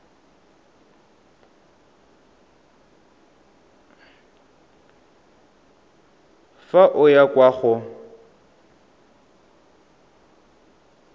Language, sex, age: Tswana, male, 31